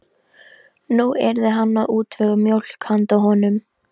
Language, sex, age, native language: Icelandic, female, 13, Icelandic